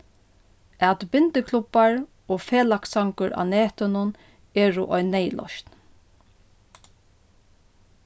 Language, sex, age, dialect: Faroese, female, 36-60, Norðuroyggjar